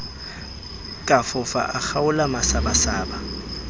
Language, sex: Southern Sotho, male